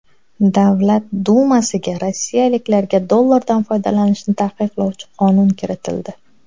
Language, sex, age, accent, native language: Uzbek, female, 30-39, Xorazm, Uzbek